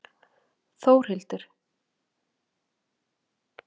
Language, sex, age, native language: Icelandic, female, 40-49, Icelandic